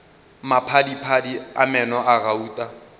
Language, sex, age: Northern Sotho, male, 22